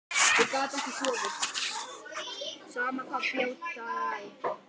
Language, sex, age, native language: Icelandic, male, 10, Icelandic